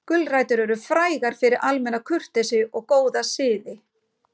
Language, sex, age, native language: Icelandic, female, 50-59, Icelandic